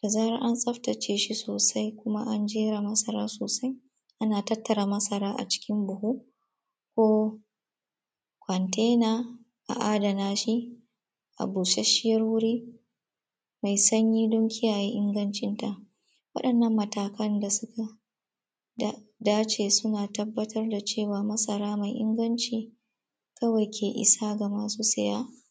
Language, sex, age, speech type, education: Hausa, female, 30-45, spontaneous, tertiary